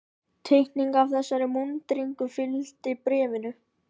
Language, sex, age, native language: Icelandic, male, 13, Icelandic